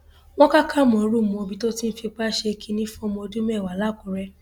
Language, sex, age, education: Yoruba, female, 15-29, tertiary